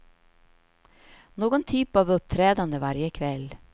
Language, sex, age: Swedish, female, 53